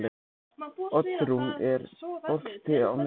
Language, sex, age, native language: Icelandic, male, 14, Icelandic